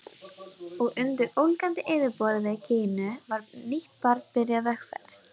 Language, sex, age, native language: Icelandic, female, 12, Icelandic